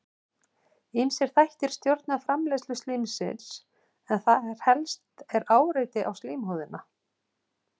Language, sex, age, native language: Icelandic, female, 40-49, Icelandic